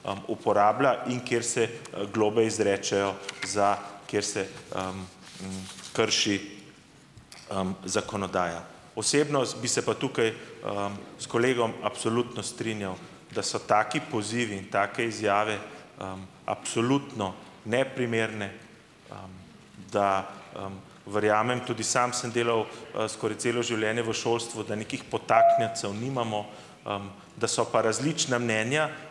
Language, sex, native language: Slovenian, male, Slovenian